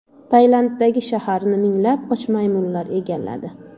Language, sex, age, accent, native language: Uzbek, female, 25-34, Andijon, Uzbek